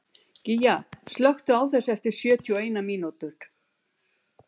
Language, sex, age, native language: Icelandic, female, 70-79, Icelandic